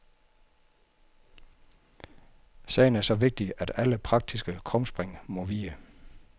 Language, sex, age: Danish, male, 51